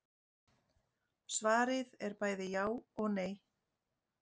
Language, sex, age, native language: Icelandic, female, 40-49, Icelandic